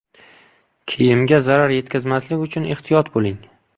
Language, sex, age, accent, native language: Uzbek, male, 25-34, Qashqadaryo, Uzbek